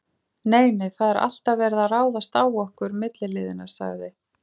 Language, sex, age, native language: Icelandic, female, 40-49, Icelandic